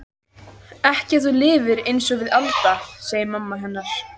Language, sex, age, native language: Icelandic, female, 14, Icelandic